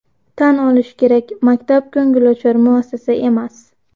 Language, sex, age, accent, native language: Uzbek, female, 12-17, Xorazm, Uzbek